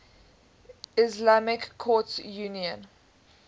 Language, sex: English, female